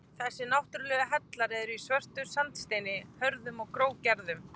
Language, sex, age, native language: Icelandic, female, 20-29, Icelandic